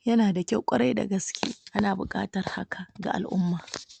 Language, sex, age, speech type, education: Hausa, female, 60+, spontaneous, tertiary